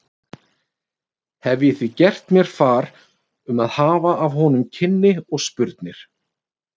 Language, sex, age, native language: Icelandic, male, 30-39, Icelandic